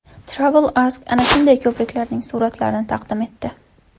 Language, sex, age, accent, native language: Uzbek, female, 18-24, Farg'ona, Uzbek